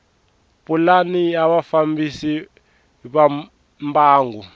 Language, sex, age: Tsonga, male, 24